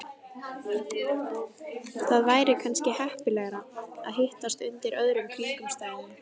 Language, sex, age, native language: Icelandic, female, 12, Icelandic